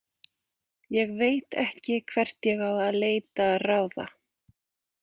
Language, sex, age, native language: Icelandic, female, 20-29, Icelandic